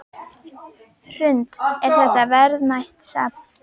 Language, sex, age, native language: Icelandic, female, 10, Icelandic